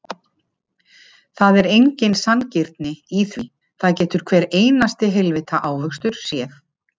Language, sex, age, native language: Icelandic, female, 50-59, Icelandic